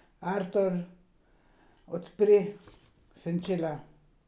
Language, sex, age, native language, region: Slovenian, female, 60+, Slovenian, Savinja region